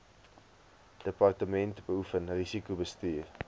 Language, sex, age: Afrikaans, male, 20